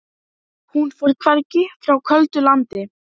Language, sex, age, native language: Icelandic, female, 12, Icelandic